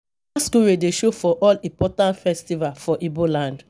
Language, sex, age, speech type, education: Nigerian Pidgin, female, 30-45, spontaneous, tertiary